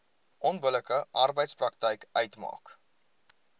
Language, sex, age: Afrikaans, male, 20